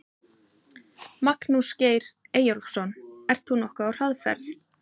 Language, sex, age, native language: Icelandic, female, 30-39, Icelandic